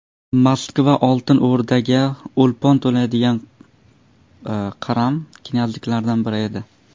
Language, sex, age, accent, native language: Uzbek, male, under 19, Surxondaryo, Uzbek